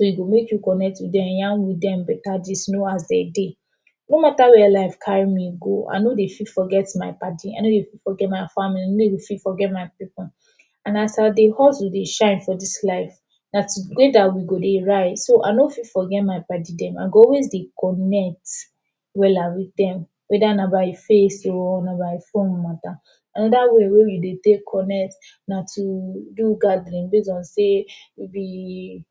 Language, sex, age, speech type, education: Nigerian Pidgin, female, 15-29, spontaneous, tertiary